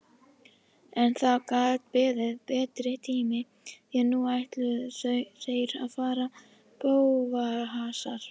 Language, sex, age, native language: Icelandic, female, 50-59, Icelandic